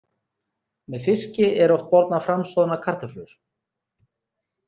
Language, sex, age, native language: Icelandic, male, 30-39, Icelandic